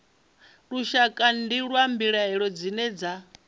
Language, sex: Venda, female